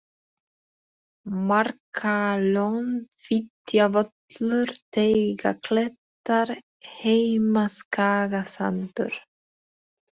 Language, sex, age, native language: Icelandic, female, 20-29, Polish